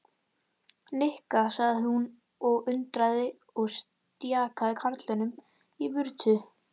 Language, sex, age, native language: Icelandic, female, 11, Icelandic